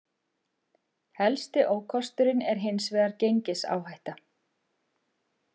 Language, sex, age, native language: Icelandic, female, 50-59, Icelandic